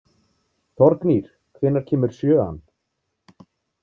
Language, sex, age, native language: Icelandic, male, 30-39, Icelandic